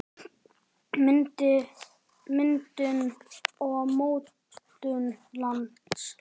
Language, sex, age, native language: Icelandic, male, 10, Icelandic